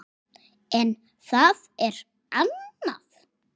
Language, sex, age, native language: Icelandic, male, 6, Icelandic